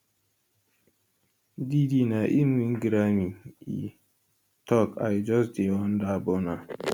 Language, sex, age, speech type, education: Nigerian Pidgin, male, 15-29, spontaneous, tertiary